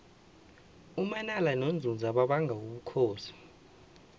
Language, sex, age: South Ndebele, male, 24